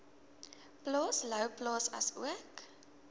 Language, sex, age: Afrikaans, female, 19